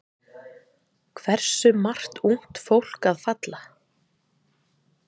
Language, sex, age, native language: Icelandic, female, 30-39, Icelandic